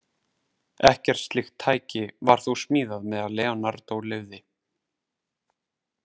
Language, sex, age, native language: Icelandic, male, 30-39, Icelandic